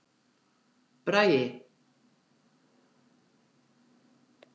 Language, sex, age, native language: Icelandic, female, 70-79, Icelandic